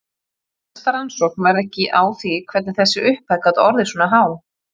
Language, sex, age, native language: Icelandic, female, 40-49, Icelandic